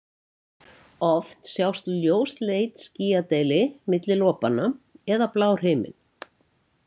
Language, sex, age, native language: Icelandic, female, 70-79, Icelandic